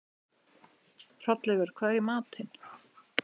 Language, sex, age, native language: Icelandic, male, 60-69, Icelandic